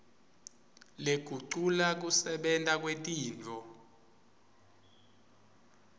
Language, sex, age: Swati, male, 24